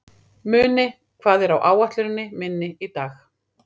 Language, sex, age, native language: Icelandic, female, 40-49, Icelandic